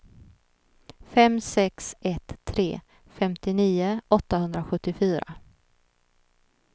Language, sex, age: Swedish, female, 39